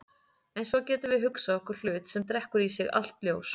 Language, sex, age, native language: Icelandic, female, 40-49, Icelandic